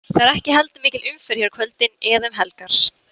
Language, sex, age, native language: Icelandic, female, 18-19, Icelandic